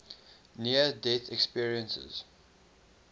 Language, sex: English, male